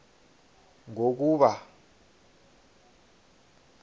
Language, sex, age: South Ndebele, male, 22